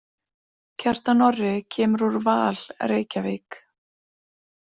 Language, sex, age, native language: Icelandic, female, 40-49, Icelandic